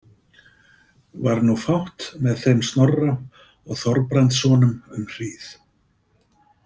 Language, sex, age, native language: Icelandic, male, 50-59, Icelandic